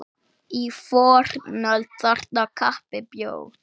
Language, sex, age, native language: Icelandic, male, 8, Icelandic